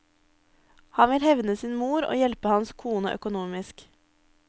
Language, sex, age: Norwegian, female, 23